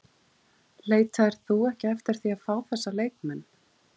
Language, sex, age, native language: Icelandic, female, 40-49, Icelandic